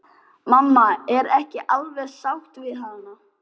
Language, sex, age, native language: Icelandic, male, 12, Icelandic